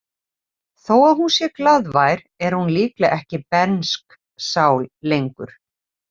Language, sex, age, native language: Icelandic, female, 50-59, Icelandic